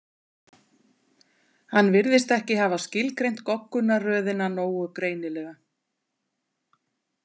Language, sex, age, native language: Icelandic, female, 40-49, Icelandic